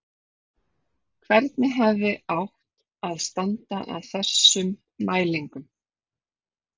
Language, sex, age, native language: Icelandic, female, 30-39, Icelandic